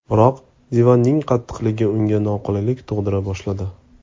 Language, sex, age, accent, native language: Uzbek, male, 25-34, Toshkent viloyati, Uzbek